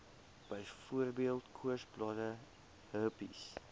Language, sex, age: Afrikaans, male, 22